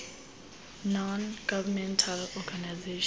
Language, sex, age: Xhosa, female, 22